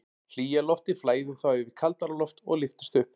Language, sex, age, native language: Icelandic, male, 40-49, Icelandic